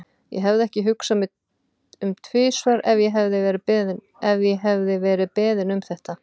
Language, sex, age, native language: Icelandic, female, 40-49, Icelandic